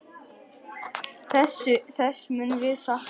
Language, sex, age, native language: Icelandic, male, 10, Icelandic